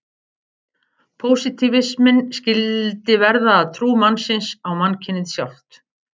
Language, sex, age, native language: Icelandic, female, 50-59, Icelandic